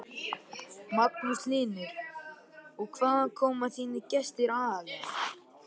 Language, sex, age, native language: Icelandic, male, 13, Icelandic